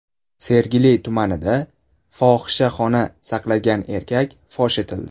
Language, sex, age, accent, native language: Uzbek, male, 18-24, Buxoro, Uzbek